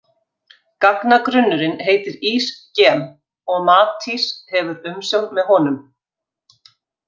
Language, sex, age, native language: Icelandic, female, 50-59, Icelandic